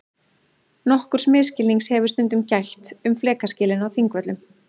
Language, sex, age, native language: Icelandic, female, 30-39, Icelandic